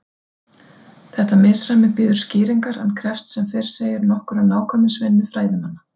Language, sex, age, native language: Icelandic, female, 40-49, Icelandic